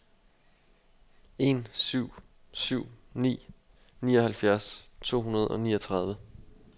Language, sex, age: Danish, male, 25